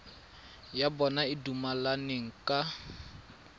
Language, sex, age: Tswana, male, 22